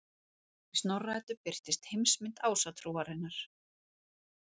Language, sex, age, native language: Icelandic, female, 30-39, Icelandic